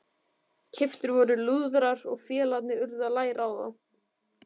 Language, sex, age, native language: Icelandic, male, 12, Icelandic